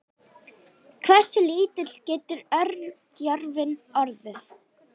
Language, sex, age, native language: Icelandic, female, 50-59, Icelandic